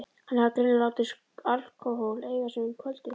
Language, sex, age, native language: Icelandic, female, 12, Icelandic